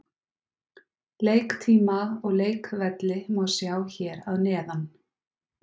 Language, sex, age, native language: Icelandic, female, 40-49, Icelandic